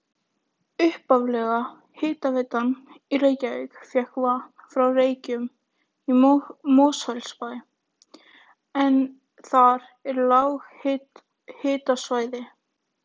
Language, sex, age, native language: Icelandic, female, 18-19, Icelandic